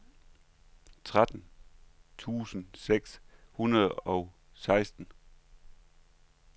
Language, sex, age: Danish, male, 39